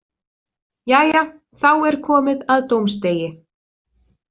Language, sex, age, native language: Icelandic, female, 20-29, Icelandic